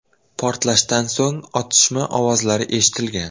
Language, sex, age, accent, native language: Uzbek, male, 12-17, Toshkent viloyati, Uzbek